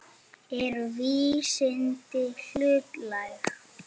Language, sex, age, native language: Icelandic, male, 8, Icelandic